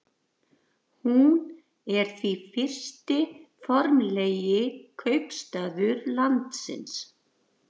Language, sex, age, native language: Icelandic, female, 60-69, Icelandic